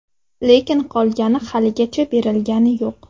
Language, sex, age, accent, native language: Uzbek, female, 18-24, Andijon, Uzbek